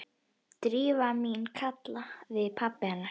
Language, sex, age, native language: Icelandic, female, 10, Icelandic